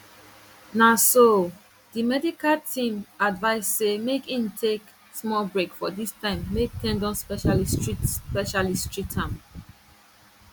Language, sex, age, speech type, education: Nigerian Pidgin, male, 15-29, spontaneous, tertiary